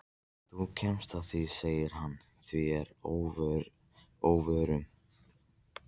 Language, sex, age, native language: Icelandic, male, 13, Icelandic